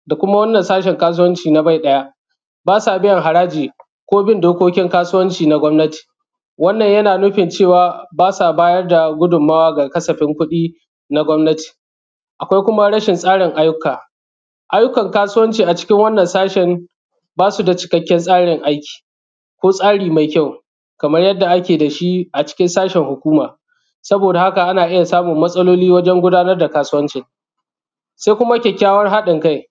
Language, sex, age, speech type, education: Hausa, male, 30-45, spontaneous, secondary